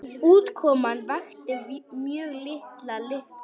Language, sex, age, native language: Icelandic, female, 10, Icelandic